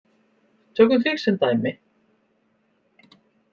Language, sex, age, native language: Icelandic, female, 70-79, Icelandic